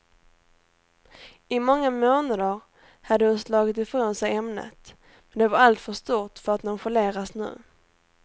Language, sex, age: Swedish, female, 18